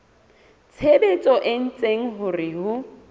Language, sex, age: Southern Sotho, female, 27